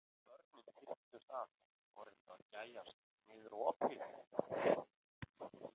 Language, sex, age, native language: Icelandic, male, 50-59, Icelandic